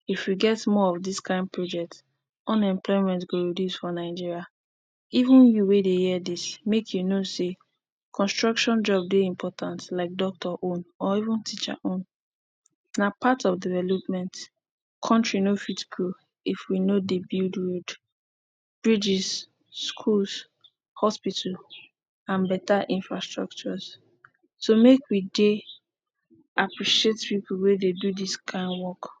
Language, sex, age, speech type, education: Nigerian Pidgin, female, 15-29, spontaneous, tertiary